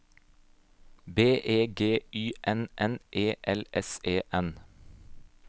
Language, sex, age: Norwegian, male, 26